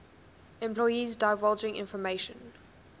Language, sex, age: English, female, 20